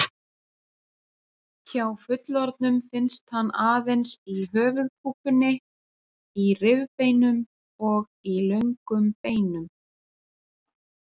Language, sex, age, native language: Icelandic, female, 40-49, Icelandic